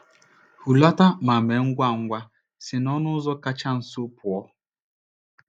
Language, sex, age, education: Igbo, male, 30-45, tertiary